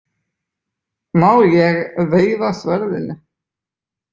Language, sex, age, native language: Icelandic, male, 20-29, Icelandic